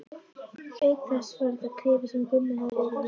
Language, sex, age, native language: Icelandic, female, 11, Icelandic